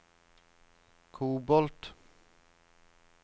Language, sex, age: Norwegian, male, 34